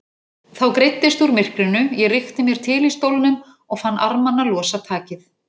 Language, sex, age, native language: Icelandic, female, 40-49, Icelandic